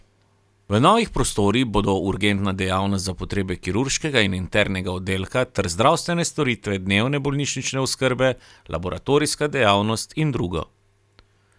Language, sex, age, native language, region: Slovenian, male, 30-49, Slovenian, Carinthia region